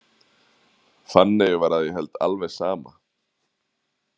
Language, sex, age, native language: Icelandic, male, 30-39, Icelandic